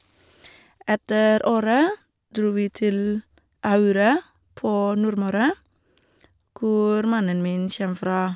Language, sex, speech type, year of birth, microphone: Norwegian, female, spontaneous, 1979, Shure